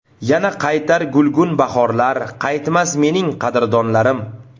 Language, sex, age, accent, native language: Uzbek, male, 25-34, Namangan, Uzbek